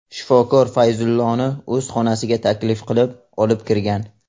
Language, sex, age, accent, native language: Uzbek, male, 18-24, Qashqadaryo, Uzbek